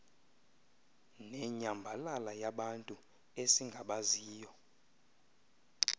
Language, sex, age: Xhosa, male, 20